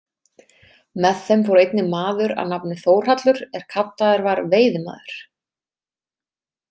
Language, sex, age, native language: Icelandic, female, 30-39, Icelandic